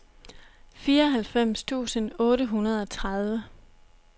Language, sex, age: Danish, female, 26